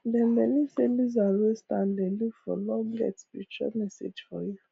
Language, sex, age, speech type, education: Nigerian Pidgin, female, 15-29, spontaneous, tertiary